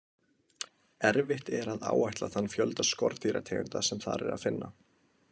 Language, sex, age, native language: Icelandic, male, 20-29, Icelandic